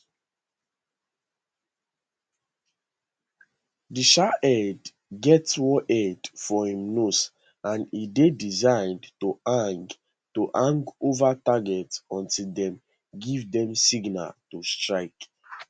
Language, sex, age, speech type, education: Nigerian Pidgin, male, 15-29, spontaneous, secondary